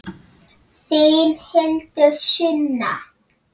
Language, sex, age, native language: Icelandic, female, 7, Icelandic